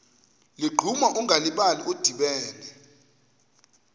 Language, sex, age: Xhosa, male, 33